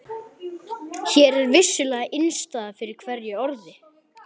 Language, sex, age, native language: Icelandic, male, 11, Icelandic